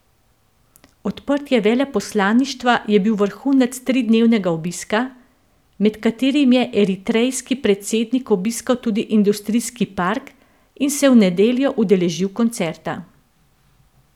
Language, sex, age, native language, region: Slovenian, female, 50-59, Slovenian, Central Slovenia